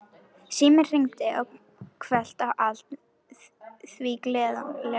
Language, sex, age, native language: Icelandic, female, 11, Icelandic